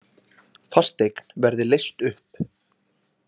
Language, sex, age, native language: Icelandic, male, 20-29, Icelandic